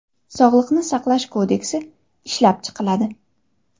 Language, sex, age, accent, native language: Uzbek, female, under 19, Andijon, Uzbek